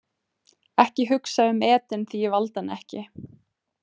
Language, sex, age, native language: Icelandic, female, 20-29, Icelandic